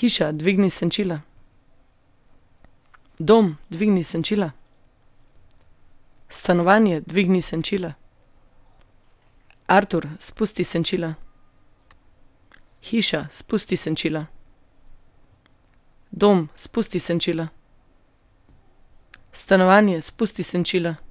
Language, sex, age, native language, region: Slovenian, female, 18-29, Slovenian, Gorenjska region